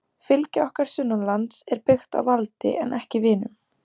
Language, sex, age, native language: Icelandic, female, 14, Icelandic